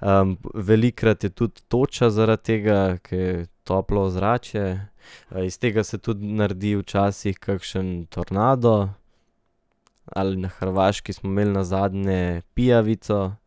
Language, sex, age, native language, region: Slovenian, male, 18-29, Slovenian, Central Slovenia